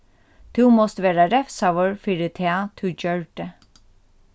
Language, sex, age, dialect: Faroese, female, 36-60, Norðurstreymoy/Eysturoy